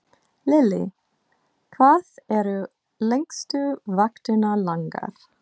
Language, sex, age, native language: Icelandic, female, 40-49, English